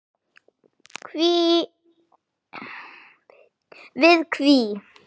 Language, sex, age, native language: Icelandic, female, 9, Icelandic